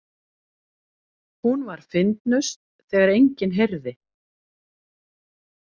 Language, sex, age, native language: Icelandic, female, 40-49, Icelandic